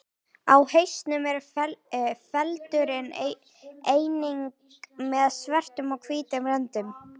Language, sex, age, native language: Icelandic, female, 18-19, Icelandic